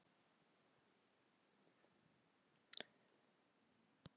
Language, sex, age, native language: Icelandic, female, 60-69, Icelandic